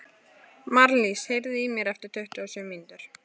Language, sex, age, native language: Icelandic, female, 13, Icelandic